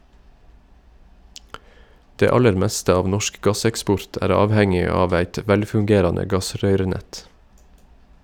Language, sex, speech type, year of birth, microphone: Norwegian, male, read, 1972, Shure